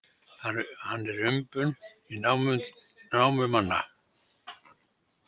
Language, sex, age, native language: Icelandic, male, 60-69, Icelandic